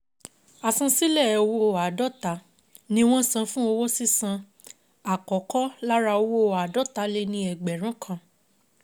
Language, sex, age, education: Yoruba, female, 15-29, secondary